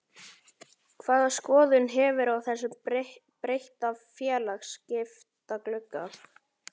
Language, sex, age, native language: Icelandic, male, 11, Icelandic